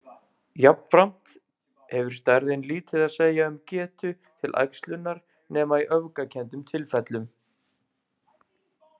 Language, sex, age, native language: Icelandic, male, 20-29, Icelandic